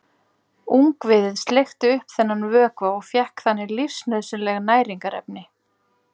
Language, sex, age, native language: Icelandic, female, 40-49, Icelandic